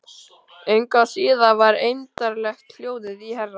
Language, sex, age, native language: Icelandic, male, 13, Icelandic